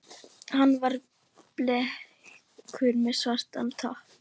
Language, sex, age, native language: Icelandic, female, 11, Icelandic